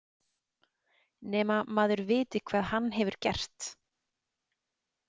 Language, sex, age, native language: Icelandic, female, 30-39, Icelandic